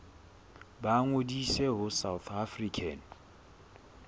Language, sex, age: Southern Sotho, male, 24